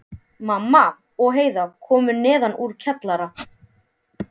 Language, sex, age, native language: Icelandic, male, 12, Icelandic